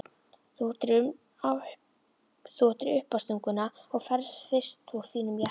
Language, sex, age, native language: Icelandic, female, 11, Icelandic